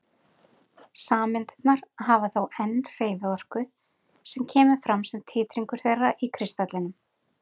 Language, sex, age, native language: Icelandic, female, 40-49, Icelandic